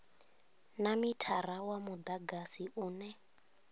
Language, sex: Venda, female